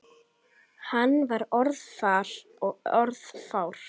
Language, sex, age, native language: Icelandic, female, 10, Icelandic